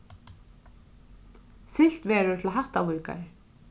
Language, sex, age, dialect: Faroese, female, 36-60, Norðurstreymoy/Eysturoy